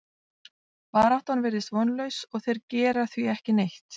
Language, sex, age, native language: Icelandic, female, 40-49, Icelandic